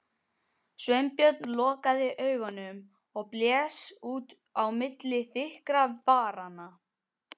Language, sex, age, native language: Icelandic, male, 12, Icelandic